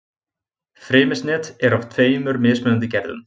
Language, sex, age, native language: Icelandic, male, 20-29, Icelandic